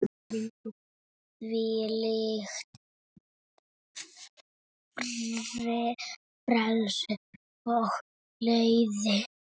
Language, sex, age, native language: Icelandic, male, 6, Icelandic